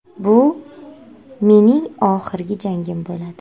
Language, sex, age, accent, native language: Uzbek, female, 30-39, Navoiy, Uzbek